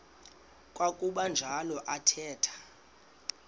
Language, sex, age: Xhosa, male, 26